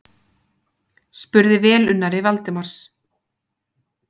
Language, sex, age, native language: Icelandic, female, 20-29, Icelandic